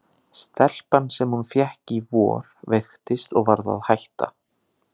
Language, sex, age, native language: Icelandic, male, 30-39, Icelandic